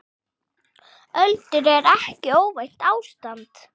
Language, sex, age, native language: Icelandic, female, 8, Icelandic